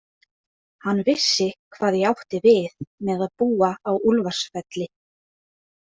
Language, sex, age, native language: Icelandic, female, 20-29, Icelandic